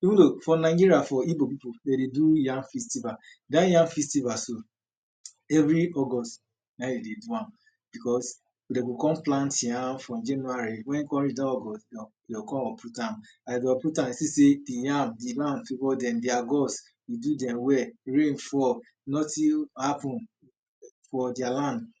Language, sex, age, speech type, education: Nigerian Pidgin, male, 30-45, spontaneous, tertiary